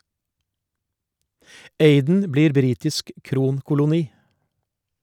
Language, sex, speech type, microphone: Norwegian, male, read, Shure